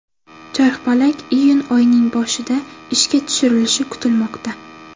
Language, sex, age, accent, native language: Uzbek, female, 12-17, Navoiy, Uzbek